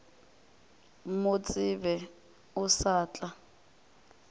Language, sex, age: Northern Sotho, female, 24